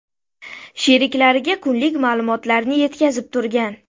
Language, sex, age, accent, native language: Uzbek, female, 19-29, Sirdaryo, Uzbek